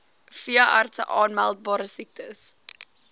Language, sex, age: Afrikaans, female, 21